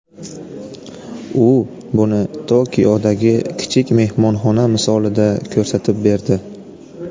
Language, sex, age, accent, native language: Uzbek, male, 18-24, Navoiy, Uzbek